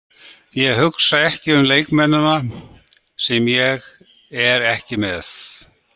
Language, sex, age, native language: Icelandic, male, 60-69, Icelandic